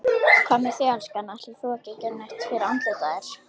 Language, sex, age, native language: Icelandic, female, 18-19, Icelandic